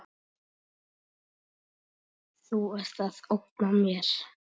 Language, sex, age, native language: Icelandic, male, 10, Icelandic